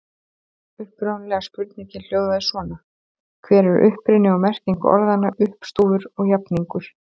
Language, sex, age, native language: Icelandic, female, 30-39, Icelandic